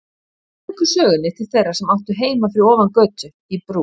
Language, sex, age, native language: Icelandic, female, 50-59, Icelandic